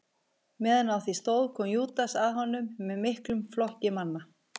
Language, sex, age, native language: Icelandic, female, 50-59, Icelandic